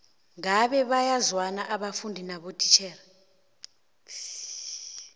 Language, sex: South Ndebele, female